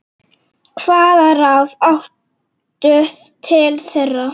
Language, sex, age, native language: Icelandic, female, 9, Icelandic